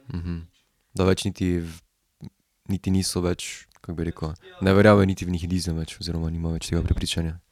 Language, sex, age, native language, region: Slovenian, male, 18-29, Slovenian, Drava region